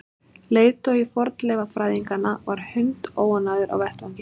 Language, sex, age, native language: Icelandic, female, 30-39, Icelandic